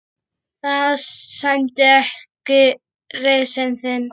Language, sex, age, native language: Icelandic, male, 8, Icelandic